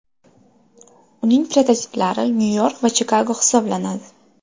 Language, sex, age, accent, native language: Uzbek, female, 12-17, Qashqadaryo, Uzbek